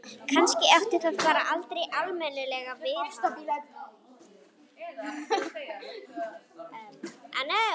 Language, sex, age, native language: Icelandic, female, 11, Icelandic